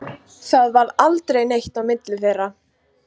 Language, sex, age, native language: Icelandic, female, 15, Icelandic